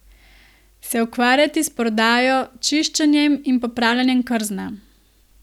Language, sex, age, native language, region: Slovenian, female, 18-29, Slovenian, Gorenjska region